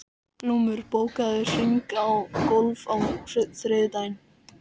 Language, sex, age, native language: Icelandic, male, 13, Icelandic